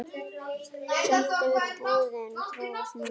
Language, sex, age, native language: Icelandic, male, 9, Icelandic